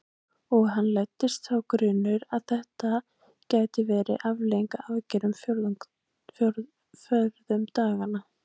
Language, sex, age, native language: Icelandic, female, 18-19, Icelandic